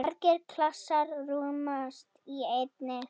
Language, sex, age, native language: Icelandic, female, 10, Icelandic